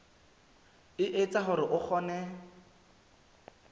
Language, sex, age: Southern Sotho, male, 25